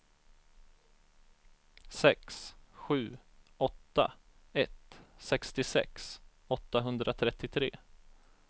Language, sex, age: Swedish, male, 34